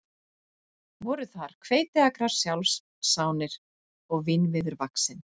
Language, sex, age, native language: Icelandic, female, 50-59, Icelandic